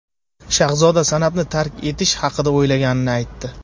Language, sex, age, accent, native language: Uzbek, male, 25-34, Surxondaryo, Uzbek